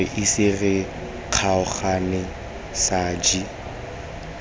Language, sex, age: Tswana, male, 21